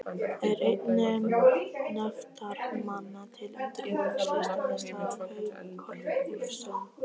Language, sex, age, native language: Icelandic, female, 15, Icelandic